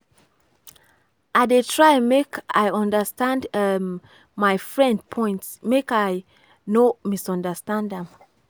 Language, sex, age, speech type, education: Nigerian Pidgin, female, 15-29, spontaneous, tertiary